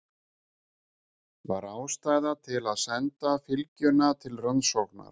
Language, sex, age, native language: Icelandic, male, 50-59, Icelandic